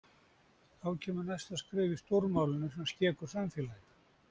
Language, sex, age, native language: Icelandic, male, 70-79, Icelandic